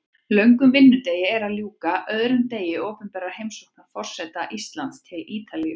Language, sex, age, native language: Icelandic, female, 30-39, Icelandic